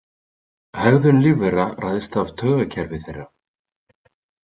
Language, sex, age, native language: Icelandic, male, 30-39, Icelandic